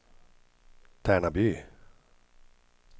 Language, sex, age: Swedish, male, 50